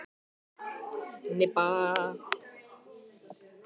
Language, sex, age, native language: Icelandic, male, 18-19, Icelandic